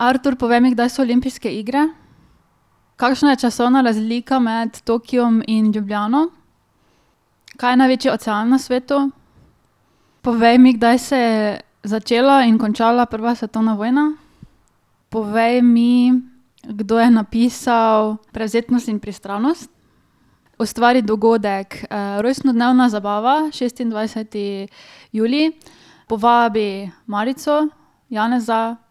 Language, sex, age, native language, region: Slovenian, female, 18-29, Slovenian, Drava region